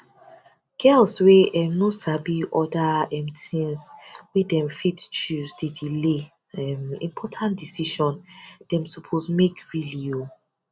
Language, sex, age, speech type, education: Nigerian Pidgin, female, 15-29, spontaneous, tertiary